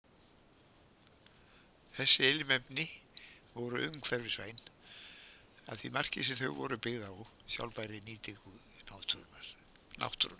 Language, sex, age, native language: Icelandic, female, 20-29, Icelandic